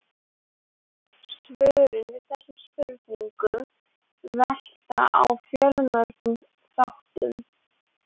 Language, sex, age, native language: Icelandic, female, 18-19, Icelandic